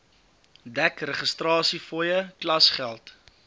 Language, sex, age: Afrikaans, male, 20